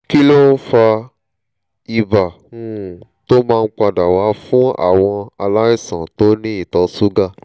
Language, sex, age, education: Yoruba, male, 15-29, tertiary